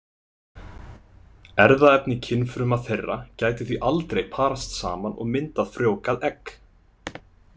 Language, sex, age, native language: Icelandic, male, 20-29, Icelandic